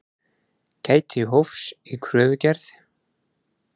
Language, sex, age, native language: Icelandic, male, 20-29, Icelandic